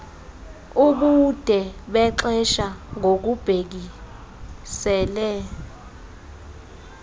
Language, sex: Xhosa, female